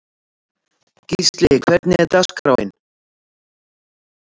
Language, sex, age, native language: Icelandic, female, 60-69, Icelandic